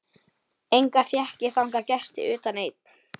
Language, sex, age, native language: Icelandic, male, 11, Icelandic